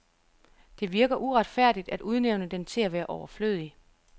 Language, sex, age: Danish, female, 34